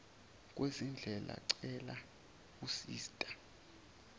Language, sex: Zulu, male